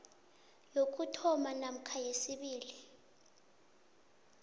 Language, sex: South Ndebele, female